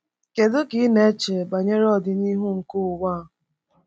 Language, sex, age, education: Igbo, female, 15-29, tertiary